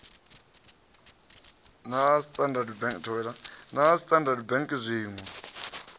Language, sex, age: Venda, male, 37